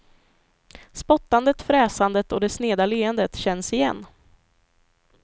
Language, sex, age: Swedish, female, 25